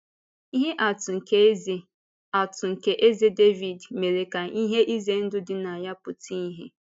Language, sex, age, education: Igbo, female, 15-29, tertiary